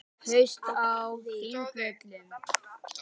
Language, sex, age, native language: Icelandic, female, 18-19, Icelandic